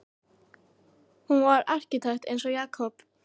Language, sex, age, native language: Icelandic, female, 12, Icelandic